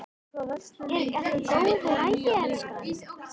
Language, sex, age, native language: Icelandic, female, 13, Icelandic